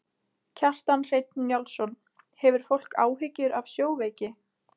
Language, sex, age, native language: Icelandic, female, 20-29, Icelandic